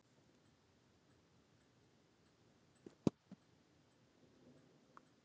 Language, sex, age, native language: Icelandic, female, 60-69, Icelandic